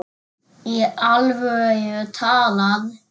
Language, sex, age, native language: Icelandic, male, 7, Icelandic